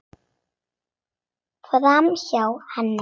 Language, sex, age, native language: Icelandic, other, 8, Icelandic